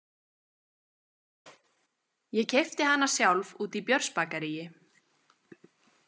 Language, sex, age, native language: Icelandic, female, 20-29, Icelandic